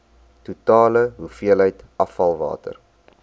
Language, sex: Afrikaans, male